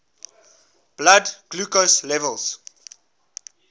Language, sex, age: English, male, 21